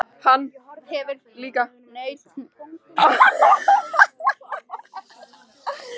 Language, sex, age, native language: Icelandic, female, 13, Icelandic